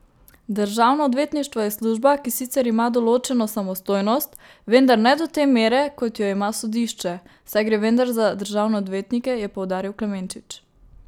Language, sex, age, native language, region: Slovenian, female, 18-29, Slovenian, Savinja region